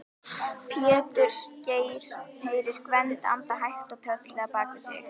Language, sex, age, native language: Icelandic, female, 11, Icelandic